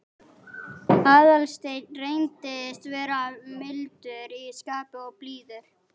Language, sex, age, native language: Icelandic, female, 11, Icelandic